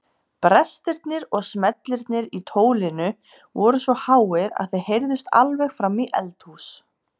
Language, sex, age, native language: Icelandic, female, 20-29, Icelandic